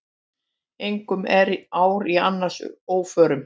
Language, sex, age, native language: Icelandic, female, 50-59, Icelandic